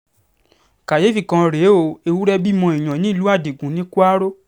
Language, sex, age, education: Yoruba, male, 15-29, secondary